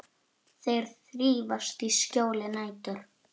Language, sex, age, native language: Icelandic, female, 8, Icelandic